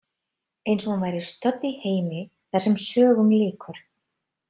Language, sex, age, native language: Icelandic, female, 30-39, Icelandic